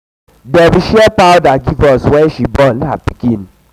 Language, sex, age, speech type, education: Nigerian Pidgin, male, 15-29, spontaneous, tertiary